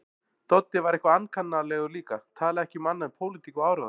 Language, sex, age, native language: Icelandic, male, 40-49, Icelandic